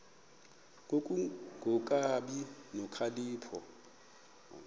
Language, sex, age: Xhosa, male, 24